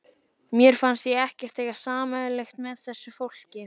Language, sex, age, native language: Icelandic, male, 14, Icelandic